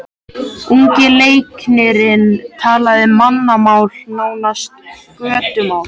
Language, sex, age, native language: Icelandic, male, 13, Icelandic